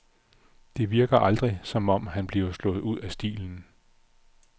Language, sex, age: Danish, male, 46